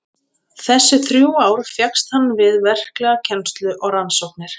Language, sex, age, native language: Icelandic, female, 20-29, Icelandic